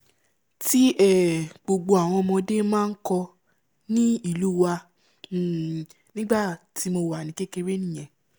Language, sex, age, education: Yoruba, female, 15-29, tertiary